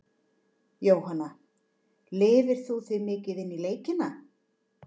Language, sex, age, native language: Icelandic, female, 40-49, Icelandic